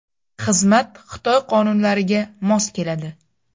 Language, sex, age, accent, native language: Uzbek, female, 18-24, Farg'ona, Uzbek